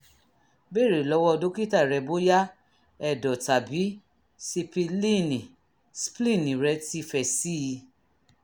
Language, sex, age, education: Yoruba, female, 46-60, tertiary